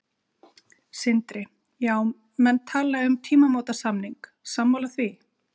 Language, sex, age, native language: Icelandic, female, 50-59, Icelandic